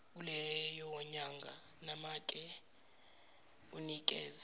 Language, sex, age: Zulu, female, 17